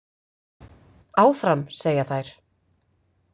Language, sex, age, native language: Icelandic, female, 50-59, Icelandic